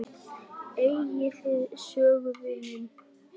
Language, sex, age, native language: Icelandic, female, 10, Icelandic